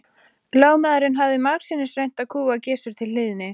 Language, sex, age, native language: Icelandic, female, 14, Icelandic